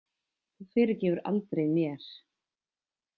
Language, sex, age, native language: Icelandic, female, 20-29, Icelandic